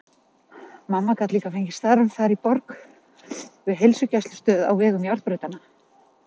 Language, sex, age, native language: Icelandic, female, 40-49, Icelandic